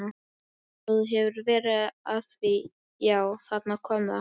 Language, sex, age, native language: Icelandic, female, 12, Icelandic